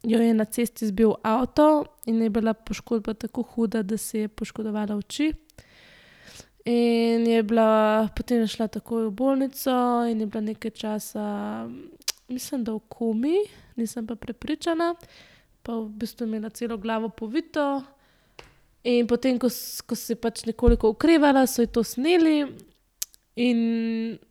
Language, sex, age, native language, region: Slovenian, female, 18-29, Slovenian, Central Slovenia